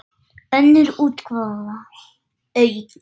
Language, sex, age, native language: Icelandic, female, 9, Icelandic